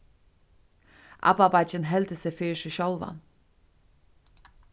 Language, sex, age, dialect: Faroese, female, 36-60, Suðurstreymoy